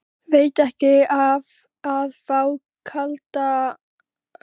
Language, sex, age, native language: Icelandic, female, 13, Icelandic